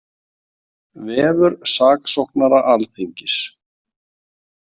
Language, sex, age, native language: Icelandic, male, 40-49, Icelandic